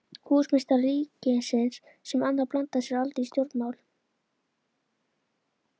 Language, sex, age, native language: Icelandic, female, 11, Icelandic